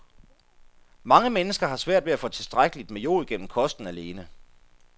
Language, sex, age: Danish, male, 33